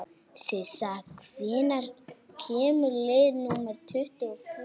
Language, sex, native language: Icelandic, female, Icelandic